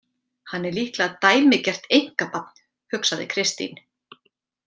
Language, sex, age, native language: Icelandic, female, 40-49, Icelandic